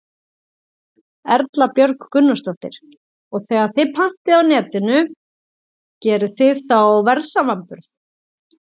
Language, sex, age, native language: Icelandic, female, 40-49, Icelandic